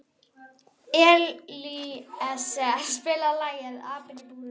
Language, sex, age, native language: Icelandic, female, 11, Icelandic